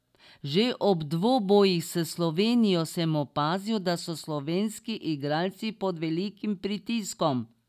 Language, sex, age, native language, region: Slovenian, female, 60+, Slovenian, Drava region